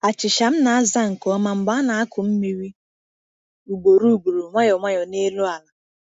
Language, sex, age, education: Igbo, female, 15-29, tertiary